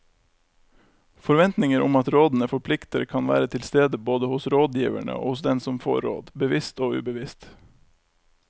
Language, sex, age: Norwegian, male, 28